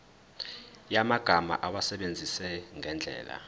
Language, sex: Zulu, male